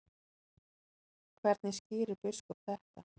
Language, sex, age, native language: Icelandic, female, 30-39, Icelandic